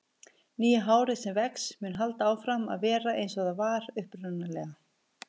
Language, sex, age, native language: Icelandic, female, 50-59, Icelandic